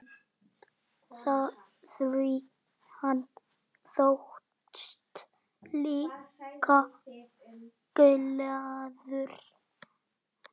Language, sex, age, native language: Icelandic, male, 9, Icelandic